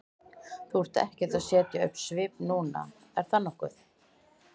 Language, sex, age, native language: Icelandic, female, 50-59, Icelandic